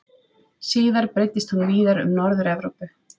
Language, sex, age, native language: Icelandic, female, 30-39, Icelandic